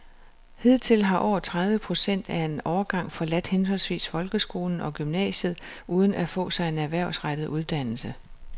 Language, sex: Danish, female